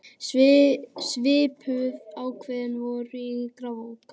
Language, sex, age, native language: Icelandic, male, 10, Icelandic